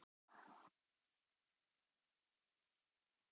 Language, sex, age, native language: Icelandic, male, 20-29, Icelandic